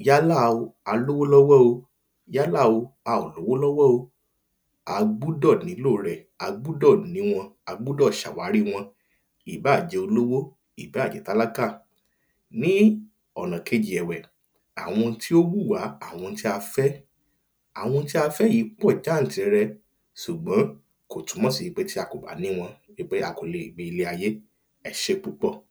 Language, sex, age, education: Yoruba, male, 30-45, primary